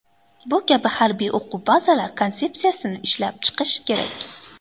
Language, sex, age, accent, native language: Uzbek, female, 18-24, Andijon, Uzbek